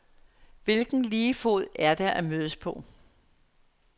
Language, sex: Danish, female